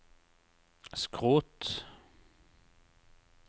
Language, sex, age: Norwegian, male, 36